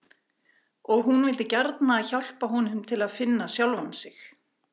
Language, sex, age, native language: Icelandic, female, 40-49, Icelandic